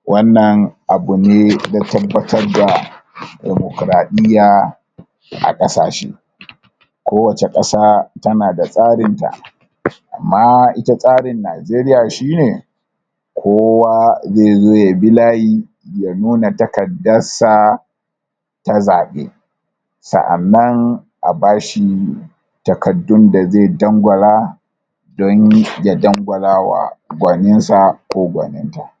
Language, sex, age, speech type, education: Hausa, male, 30-45, spontaneous, tertiary